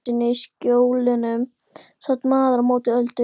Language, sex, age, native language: Icelandic, female, 12, Icelandic